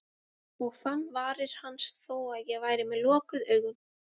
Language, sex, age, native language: Icelandic, female, 20-29, Icelandic